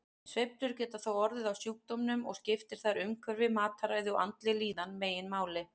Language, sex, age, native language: Icelandic, female, 40-49, Icelandic